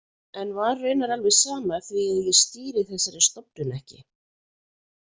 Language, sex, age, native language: Icelandic, female, 40-49, Icelandic